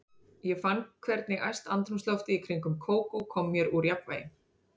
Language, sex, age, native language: Icelandic, female, 30-39, Icelandic